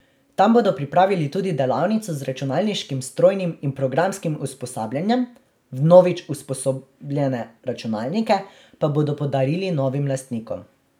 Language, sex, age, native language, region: Slovenian, male, 18-29, Slovenian, Drava region